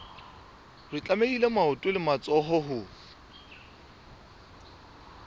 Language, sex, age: Southern Sotho, male, 24